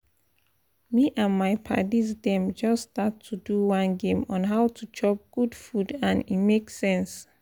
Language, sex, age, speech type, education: Nigerian Pidgin, female, 15-29, spontaneous, tertiary